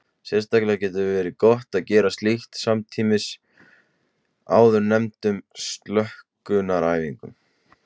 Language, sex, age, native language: Icelandic, male, 20-29, Icelandic